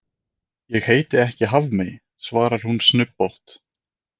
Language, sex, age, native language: Icelandic, male, 20-29, Icelandic